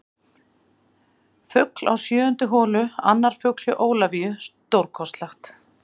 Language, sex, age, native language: Icelandic, female, 40-49, Icelandic